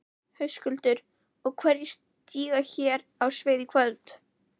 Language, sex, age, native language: Icelandic, female, 11, Icelandic